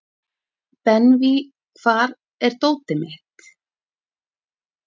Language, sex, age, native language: Icelandic, female, 30-39, Icelandic